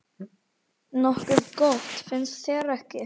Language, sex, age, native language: Icelandic, male, 9, Icelandic